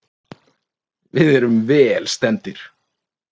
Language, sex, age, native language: Icelandic, male, 30-39, Icelandic